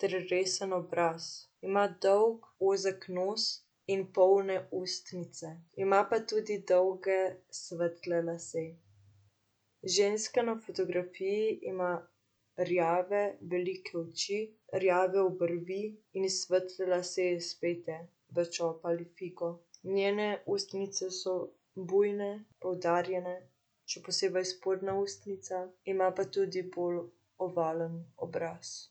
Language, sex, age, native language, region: Slovenian, female, 18-29, Slovenian, Central Slovenia